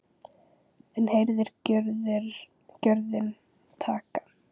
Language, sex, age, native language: Icelandic, female, 9, Icelandic